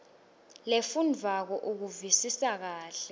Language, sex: Swati, female